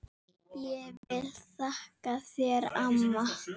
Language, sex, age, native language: Icelandic, female, 9, Icelandic